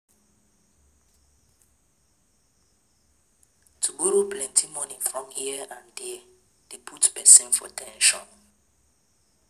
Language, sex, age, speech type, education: Nigerian Pidgin, female, 15-29, spontaneous, tertiary